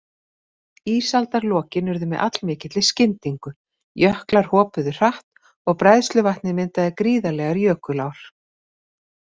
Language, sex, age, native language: Icelandic, female, 50-59, Icelandic